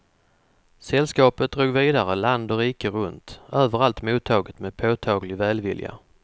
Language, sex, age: Swedish, male, 44